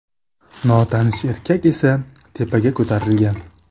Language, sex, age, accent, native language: Uzbek, male, 18-24, Samarqand, Uzbek